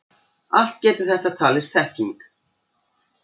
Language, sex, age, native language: Icelandic, female, 60-69, Icelandic